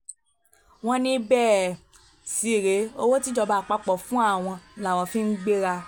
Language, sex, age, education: Yoruba, female, 15-29, tertiary